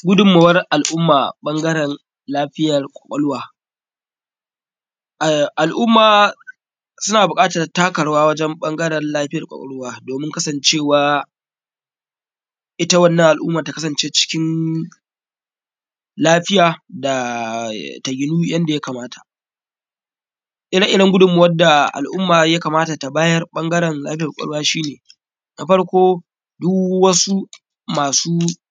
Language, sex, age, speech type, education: Hausa, male, 15-29, spontaneous, tertiary